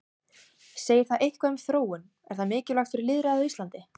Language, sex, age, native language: Icelandic, female, 18-19, Icelandic